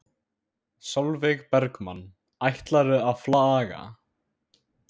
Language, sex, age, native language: Icelandic, male, 16, Icelandic